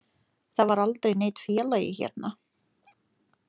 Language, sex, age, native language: Icelandic, female, 40-49, Lithuanian